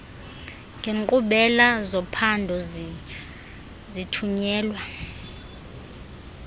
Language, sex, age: Xhosa, female, 22